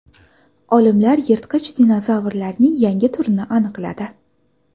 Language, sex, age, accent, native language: Uzbek, female, 18-24, Farg'ona, Uzbek